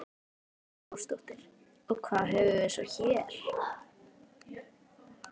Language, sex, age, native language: Icelandic, female, 12, Icelandic